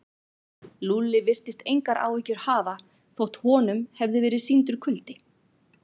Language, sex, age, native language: Icelandic, female, 40-49, Icelandic